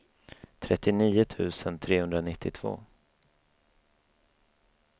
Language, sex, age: Swedish, male, 24